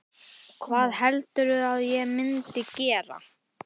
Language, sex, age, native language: Icelandic, male, 11, Icelandic